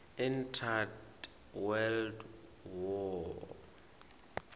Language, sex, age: Swati, male, 18